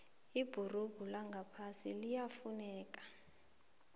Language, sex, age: South Ndebele, female, 23